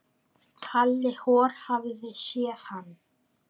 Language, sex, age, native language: Icelandic, male, 9, Icelandic